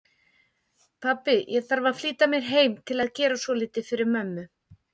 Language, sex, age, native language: Icelandic, female, 50-59, Icelandic